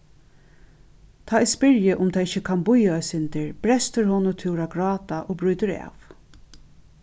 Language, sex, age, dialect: Faroese, female, 36-60, Norðuroyggjar